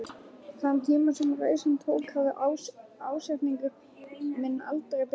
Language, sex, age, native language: Icelandic, male, 11, Icelandic